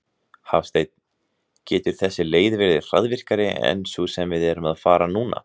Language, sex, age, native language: Icelandic, male, 18-19, Icelandic